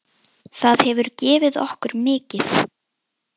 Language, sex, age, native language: Icelandic, female, 10, Icelandic